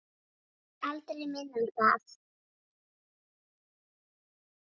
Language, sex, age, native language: Icelandic, female, 8, Icelandic